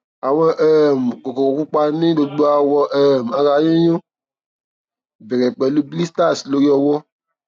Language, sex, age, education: Yoruba, male, 15-29, tertiary